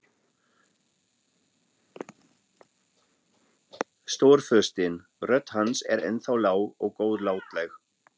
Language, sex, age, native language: Icelandic, male, 40-49, German